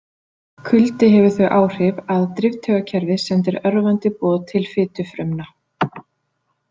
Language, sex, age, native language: Icelandic, female, 40-49, Icelandic